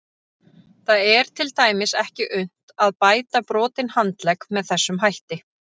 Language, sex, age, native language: Icelandic, female, 30-39, Icelandic